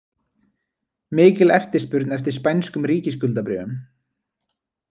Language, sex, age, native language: Icelandic, male, 20-29, Icelandic